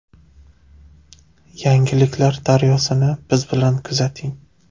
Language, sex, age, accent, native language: Uzbek, male, 19-29, Surxondaryo, Uzbek